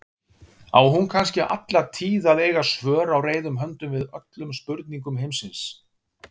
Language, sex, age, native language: Icelandic, male, 50-59, Icelandic